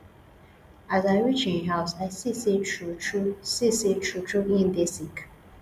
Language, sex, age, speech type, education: Nigerian Pidgin, female, 15-29, spontaneous, tertiary